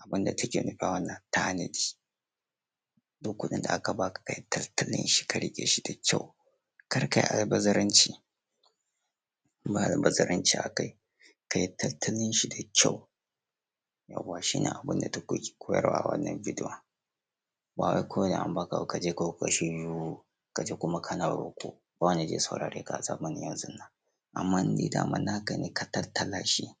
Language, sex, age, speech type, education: Hausa, male, 15-29, spontaneous, secondary